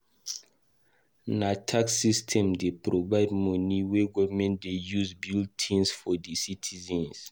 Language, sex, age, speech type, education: Nigerian Pidgin, male, 15-29, read, tertiary